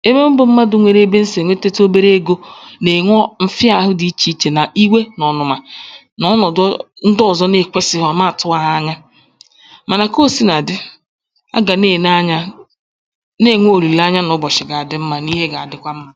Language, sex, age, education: Igbo, female, 15-29, tertiary